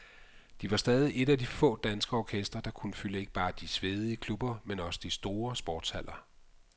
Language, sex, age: Danish, male, 55